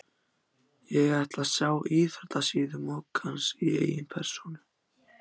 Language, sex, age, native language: Icelandic, other, 14, Icelandic